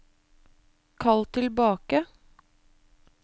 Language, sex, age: Norwegian, female, 25